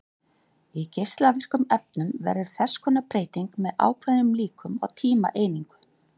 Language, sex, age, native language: Icelandic, female, 40-49, Icelandic